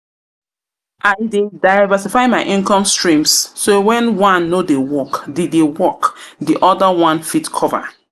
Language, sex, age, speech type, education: Nigerian Pidgin, female, 30-45, spontaneous, tertiary